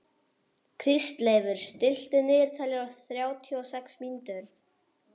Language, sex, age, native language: Icelandic, male, 11, Icelandic